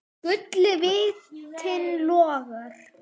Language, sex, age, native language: Icelandic, female, 8, Icelandic